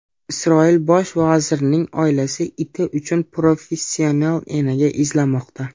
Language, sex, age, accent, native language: Uzbek, male, 19-29, Namangan, Uzbek